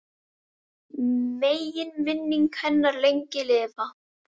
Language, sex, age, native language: Icelandic, female, 10, Icelandic